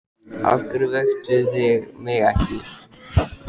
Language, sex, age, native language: Icelandic, male, 14, Icelandic